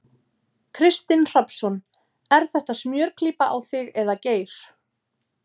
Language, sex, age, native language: Icelandic, female, 30-39, Icelandic